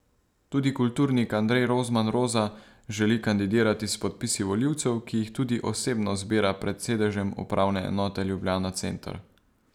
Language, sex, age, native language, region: Slovenian, male, 18-29, Slovenian, Savinja region